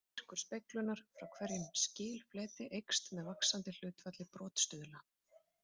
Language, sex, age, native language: Icelandic, female, 30-39, Icelandic